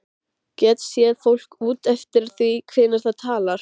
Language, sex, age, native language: Icelandic, female, 13, Icelandic